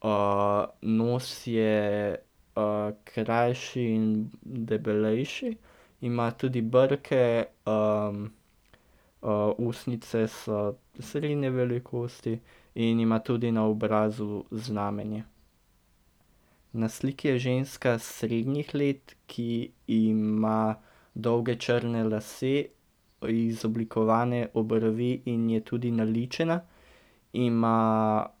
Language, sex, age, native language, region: Slovenian, male, 18-29, Slovenian, Central Slovenia